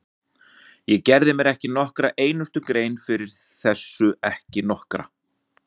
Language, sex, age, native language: Icelandic, male, 40-49, Icelandic